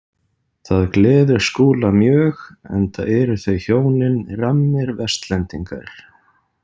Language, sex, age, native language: Icelandic, male, 30-39, Icelandic